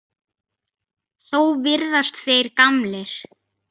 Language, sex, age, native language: Icelandic, female, 50-59, Icelandic